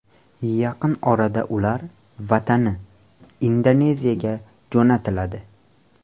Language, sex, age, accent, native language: Uzbek, male, 18-24, Andijon, Uzbek